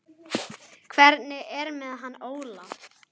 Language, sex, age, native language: Icelandic, female, 10, Icelandic